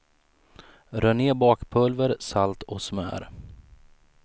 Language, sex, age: Swedish, male, 35